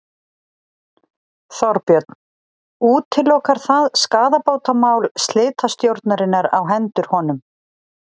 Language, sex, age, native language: Icelandic, female, 40-49, Icelandic